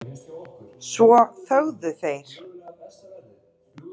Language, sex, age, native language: Icelandic, female, 30-39, Icelandic